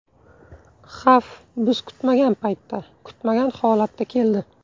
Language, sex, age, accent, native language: Uzbek, male, 18-24, Buxoro, Uzbek